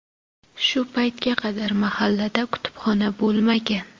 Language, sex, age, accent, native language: Uzbek, female, 25-34, Toshkent shahri, Uzbek